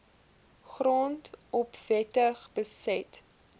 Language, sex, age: Afrikaans, female, 20